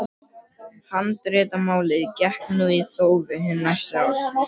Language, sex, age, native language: Icelandic, male, 12, Icelandic